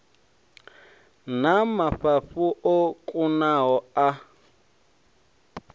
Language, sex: Venda, male